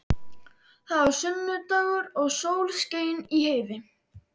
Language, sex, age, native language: Icelandic, male, 12, Icelandic